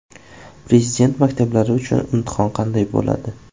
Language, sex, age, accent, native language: Uzbek, male, 18-24, Jizzax, Uzbek